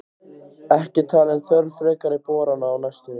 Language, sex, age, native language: Icelandic, other, 15, Icelandic